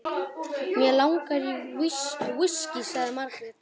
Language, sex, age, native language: Icelandic, male, 12, Icelandic